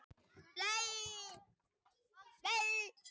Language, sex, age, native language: Icelandic, male, 18-19, Icelandic